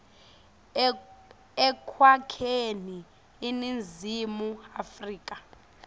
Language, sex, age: Swati, female, 18